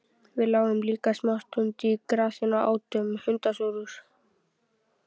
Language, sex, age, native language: Icelandic, male, 11, Icelandic